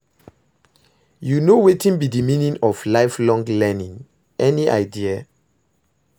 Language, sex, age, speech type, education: Nigerian Pidgin, male, 30-45, read, secondary